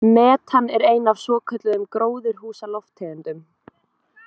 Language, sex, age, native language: Icelandic, female, 20-29, Icelandic